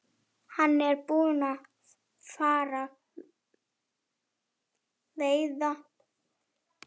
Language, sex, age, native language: Icelandic, female, 11, German